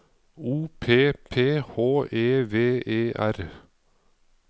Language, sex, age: Norwegian, male, 55